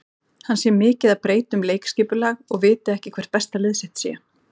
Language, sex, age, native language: Icelandic, female, 30-39, Icelandic